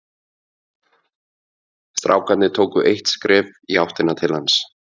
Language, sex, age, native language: Icelandic, male, 50-59, Icelandic